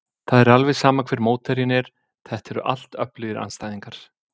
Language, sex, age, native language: Icelandic, male, 50-59, Icelandic